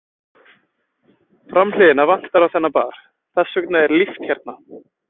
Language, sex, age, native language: Icelandic, male, 20-29, Icelandic